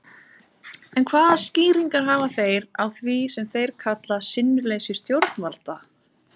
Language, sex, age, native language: Icelandic, female, 30-39, Icelandic